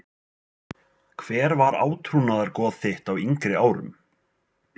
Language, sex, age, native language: Icelandic, male, 20-29, Icelandic